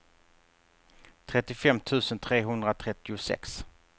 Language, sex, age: Swedish, male, 48